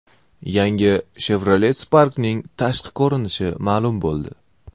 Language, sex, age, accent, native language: Uzbek, male, 18-24, Toshkent shahri, Uzbek